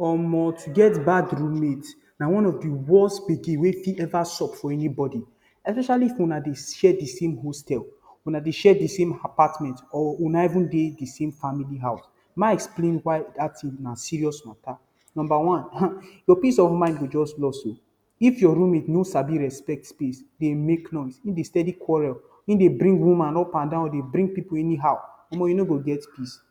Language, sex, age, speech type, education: Nigerian Pidgin, male, 15-29, spontaneous, tertiary